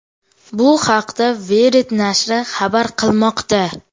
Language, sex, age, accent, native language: Uzbek, male, 12-17, Samarqand, Uzbek